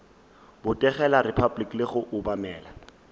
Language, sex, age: Northern Sotho, male, 18